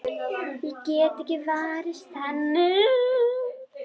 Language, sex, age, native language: Icelandic, female, 10, Icelandic